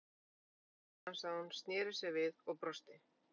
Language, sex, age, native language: Icelandic, female, 50-59, Icelandic